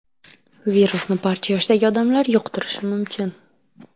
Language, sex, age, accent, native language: Uzbek, female, 12-17, Samarqand, Uzbek